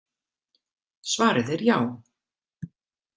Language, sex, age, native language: Icelandic, female, 50-59, Icelandic